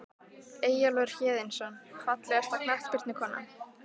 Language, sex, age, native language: Icelandic, female, 15, Icelandic